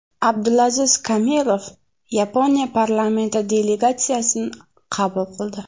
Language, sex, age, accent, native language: Uzbek, female, 25-34, Toshkent viloyati, Uzbek